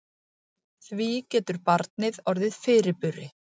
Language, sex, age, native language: Icelandic, female, 40-49, Icelandic